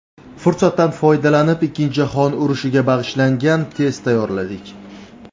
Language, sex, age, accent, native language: Uzbek, male, 19-29, Namangan, Uzbek